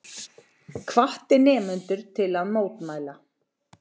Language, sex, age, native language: Icelandic, female, 40-49, Icelandic